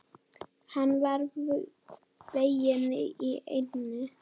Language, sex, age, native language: Icelandic, female, 9, Icelandic